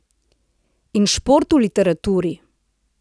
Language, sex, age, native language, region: Slovenian, female, 30-49, Slovenian, Central Slovenia